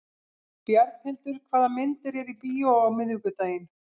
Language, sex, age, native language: Icelandic, female, 50-59, Icelandic